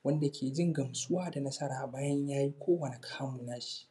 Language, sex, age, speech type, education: Hausa, male, 15-29, spontaneous, tertiary